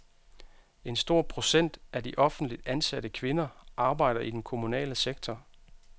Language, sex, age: Danish, male, 32